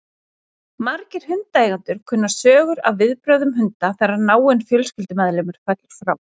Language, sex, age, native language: Icelandic, female, 40-49, Icelandic